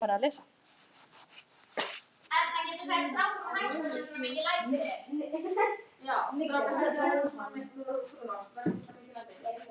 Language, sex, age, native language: Icelandic, male, 9, Icelandic